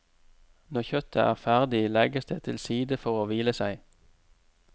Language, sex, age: Norwegian, male, 44